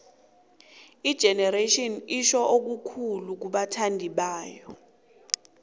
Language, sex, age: South Ndebele, female, 26